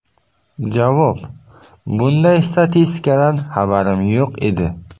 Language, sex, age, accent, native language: Uzbek, male, 18-24, Buxoro, Uzbek